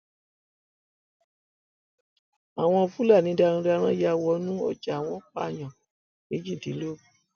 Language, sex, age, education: Yoruba, female, 60+, tertiary